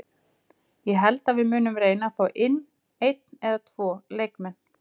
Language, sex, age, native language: Icelandic, female, 30-39, Icelandic